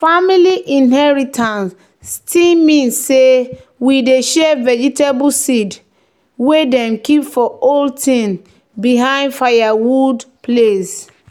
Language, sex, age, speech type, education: Nigerian Pidgin, male, 15-29, spontaneous, tertiary